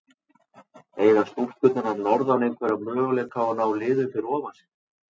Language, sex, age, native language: Icelandic, male, 40-49, Icelandic